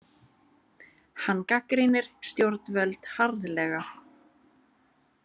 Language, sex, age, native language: Icelandic, female, 30-39, Icelandic